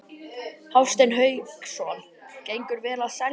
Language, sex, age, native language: Icelandic, male, 12, Icelandic